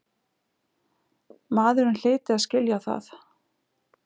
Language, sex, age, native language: Icelandic, female, 60-69, Icelandic